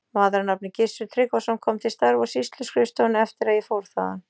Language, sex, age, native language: Icelandic, female, 40-49, Icelandic